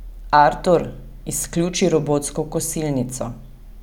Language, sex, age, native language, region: Slovenian, female, 30-49, Slovenian, Savinja region